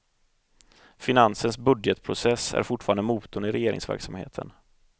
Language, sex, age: Swedish, male, 30